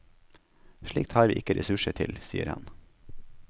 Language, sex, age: Norwegian, male, 21